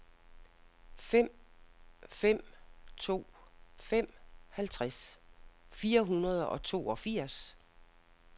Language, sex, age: Danish, female, 60